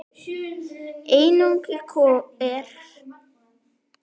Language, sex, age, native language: Icelandic, male, 10, Icelandic